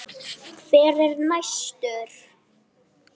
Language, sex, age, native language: Icelandic, male, 8, Icelandic